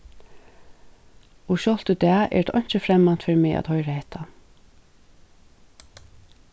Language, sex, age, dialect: Faroese, female, 36-60, Suðurstreymoy